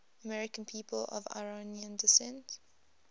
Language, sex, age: English, female, 20